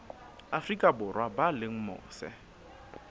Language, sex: Southern Sotho, female